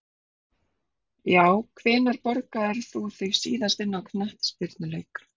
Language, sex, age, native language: Icelandic, female, 30-39, Icelandic